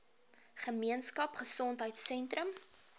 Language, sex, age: Afrikaans, female, 23